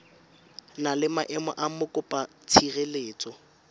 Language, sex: Tswana, female